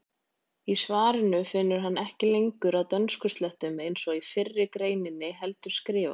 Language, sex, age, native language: Icelandic, female, 20-29, Icelandic